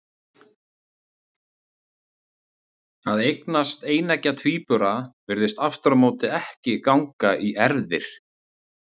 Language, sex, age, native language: Icelandic, male, 30-39, Icelandic